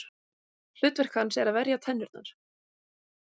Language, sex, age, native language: Icelandic, female, 20-29, Icelandic